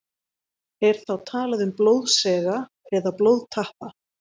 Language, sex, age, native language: Icelandic, female, 30-39, Icelandic